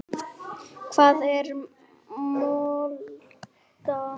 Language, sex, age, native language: Icelandic, female, 8, Icelandic